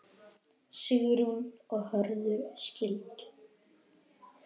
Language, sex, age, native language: Icelandic, female, 10, Icelandic